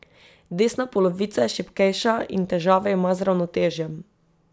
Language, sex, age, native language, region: Slovenian, female, 18-29, Slovenian, Drava region